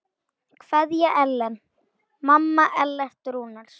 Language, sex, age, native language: Icelandic, male, 9, Icelandic